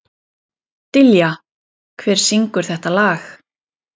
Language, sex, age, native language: Icelandic, female, 30-39, Icelandic